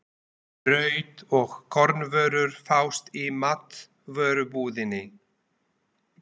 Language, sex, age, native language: Icelandic, male, 40-49, Slovak